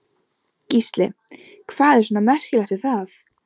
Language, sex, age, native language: Icelandic, female, 11, Icelandic